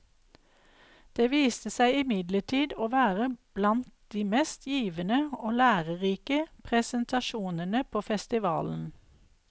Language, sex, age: Norwegian, female, 52